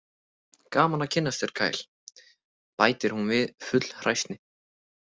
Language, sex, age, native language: Icelandic, male, 18-19, Icelandic